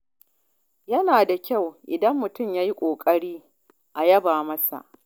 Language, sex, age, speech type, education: Hausa, female, 30-45, spontaneous, tertiary